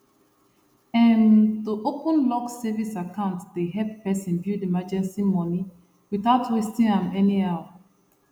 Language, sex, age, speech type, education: Nigerian Pidgin, female, 30-45, spontaneous, tertiary